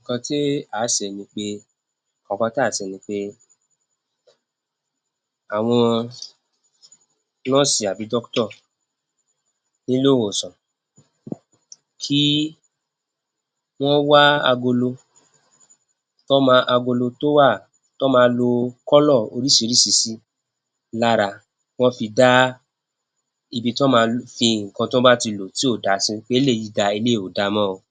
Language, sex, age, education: Yoruba, male, 30-45, tertiary